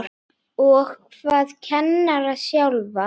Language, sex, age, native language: Icelandic, female, 8, Icelandic